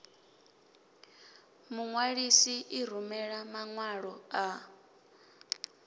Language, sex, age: Venda, female, 25